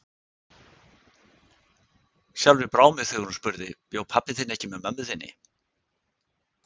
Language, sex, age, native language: Icelandic, male, 60-69, Icelandic